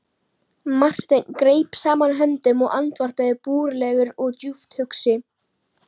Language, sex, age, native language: Icelandic, female, 11, Icelandic